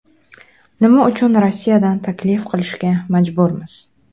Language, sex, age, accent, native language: Uzbek, female, 18-24, Qashqadaryo, Uzbek